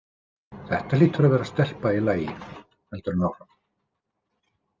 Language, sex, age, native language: Icelandic, male, 50-59, Icelandic